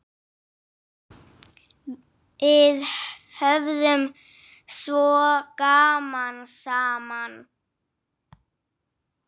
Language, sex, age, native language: Icelandic, female, 8, English